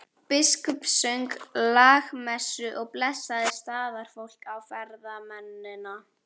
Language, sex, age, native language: Icelandic, female, 11, Icelandic